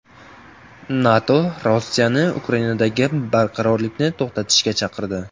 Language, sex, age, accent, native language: Uzbek, male, 18-24, Samarqand, Uzbek